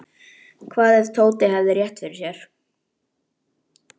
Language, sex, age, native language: Icelandic, male, 11, Icelandic